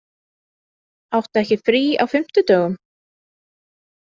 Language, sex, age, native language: Icelandic, female, 30-39, Icelandic